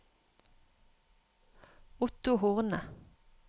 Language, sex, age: Norwegian, female, 31